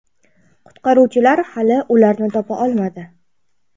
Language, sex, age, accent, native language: Uzbek, female, 19-29, Surxondaryo, Uzbek